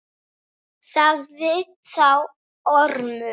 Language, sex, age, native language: Icelandic, female, 10, Icelandic